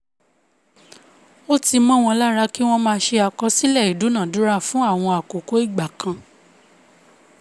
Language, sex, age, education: Yoruba, female, 15-29, secondary